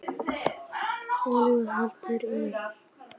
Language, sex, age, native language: Icelandic, female, 11, Icelandic